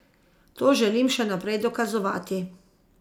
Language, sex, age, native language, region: Slovenian, female, 50-59, Slovenian, Zasavska region